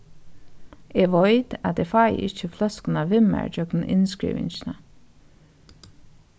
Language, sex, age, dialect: Faroese, female, 36-60, Norðuroyggjar